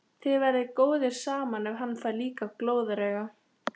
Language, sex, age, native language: Icelandic, female, 13, Icelandic